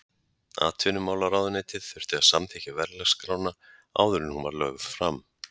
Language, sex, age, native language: Icelandic, male, 40-49, Icelandic